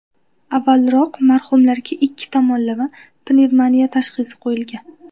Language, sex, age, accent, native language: Uzbek, female, 18-24, Qashqadaryo, Uzbek